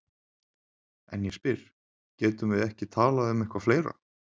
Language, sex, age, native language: Icelandic, male, 20-29, Icelandic